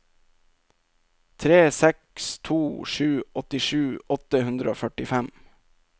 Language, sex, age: Norwegian, male, 27